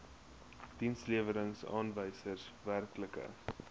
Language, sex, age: Afrikaans, male, 21